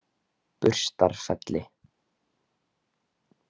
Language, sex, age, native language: Icelandic, male, 18-19, Icelandic